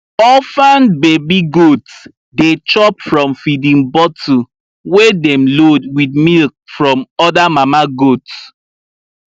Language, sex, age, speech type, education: Nigerian Pidgin, male, 15-29, spontaneous, tertiary